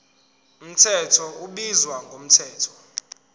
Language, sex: Zulu, male